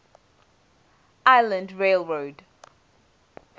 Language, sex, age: English, female, 18